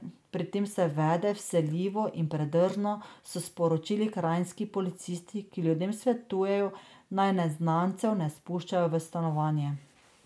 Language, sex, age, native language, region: Slovenian, female, 30-49, Slovenian, Drava region